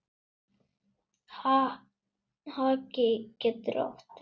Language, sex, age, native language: Icelandic, male, 9, Icelandic